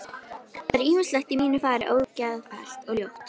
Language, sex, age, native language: Icelandic, female, 13, Icelandic